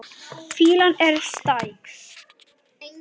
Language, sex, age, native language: Icelandic, female, 10, Icelandic